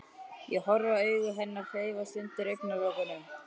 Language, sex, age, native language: Icelandic, male, 12, Icelandic